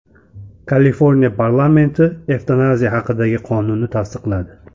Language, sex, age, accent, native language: Uzbek, male, 25-34, Sirdaryo, Uzbek